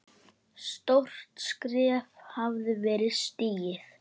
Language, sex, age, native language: Icelandic, male, 8, Icelandic